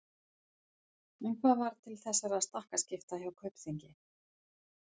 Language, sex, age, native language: Icelandic, female, 50-59, Icelandic